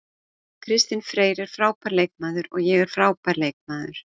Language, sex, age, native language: Icelandic, female, 40-49, Icelandic